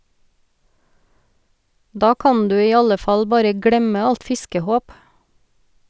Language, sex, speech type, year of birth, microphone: Norwegian, female, read, 1971, Sennheiser